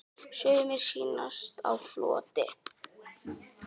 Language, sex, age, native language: Icelandic, male, 9, Icelandic